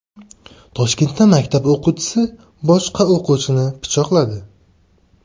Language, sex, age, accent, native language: Uzbek, male, 18-24, Surxondaryo, Uzbek